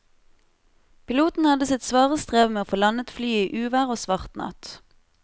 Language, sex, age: Norwegian, female, 25